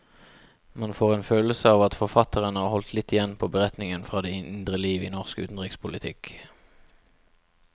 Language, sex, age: Norwegian, male, 36